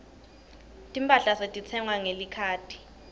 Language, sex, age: Swati, female, 21